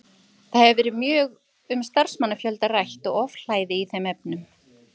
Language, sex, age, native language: Icelandic, female, 50-59, Icelandic